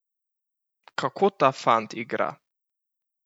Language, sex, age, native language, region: Slovenian, male, 18-29, Slovenian, Central Slovenia